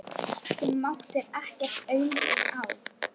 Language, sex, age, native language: Icelandic, female, 9, Icelandic